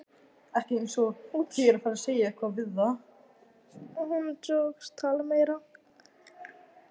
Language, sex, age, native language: Icelandic, female, 18-19, Icelandic